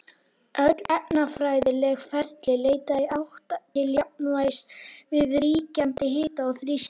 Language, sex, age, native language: Icelandic, female, 18-19, Icelandic